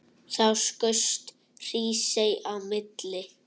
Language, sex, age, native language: Icelandic, male, 9, Icelandic